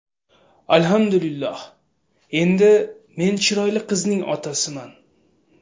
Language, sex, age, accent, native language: Uzbek, male, 18-24, Samarqand, Uzbek